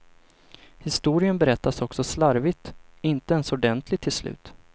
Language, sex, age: Swedish, male, 25